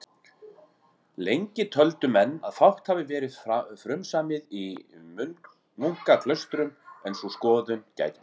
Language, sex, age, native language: Icelandic, male, 40-49, Icelandic